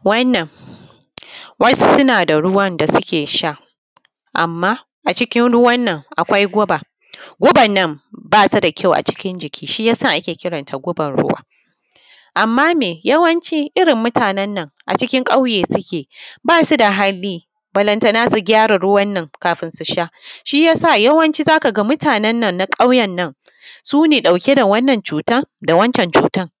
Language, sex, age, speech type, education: Hausa, female, 15-29, spontaneous, tertiary